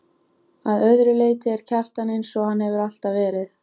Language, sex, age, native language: Icelandic, female, 14, Icelandic